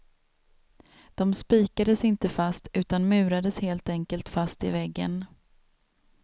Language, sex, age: Swedish, female, 27